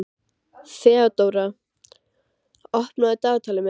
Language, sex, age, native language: Icelandic, female, 13, Icelandic